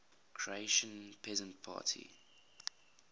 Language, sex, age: English, male, 20